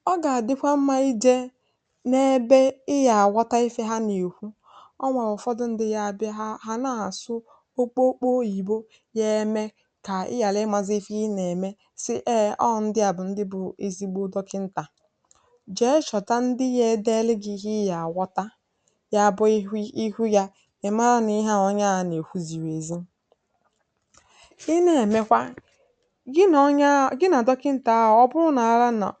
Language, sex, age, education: Igbo, female, 15-29, tertiary